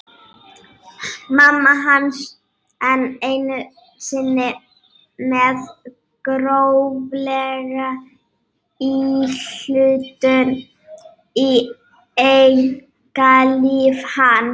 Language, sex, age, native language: Icelandic, female, 18-19, Icelandic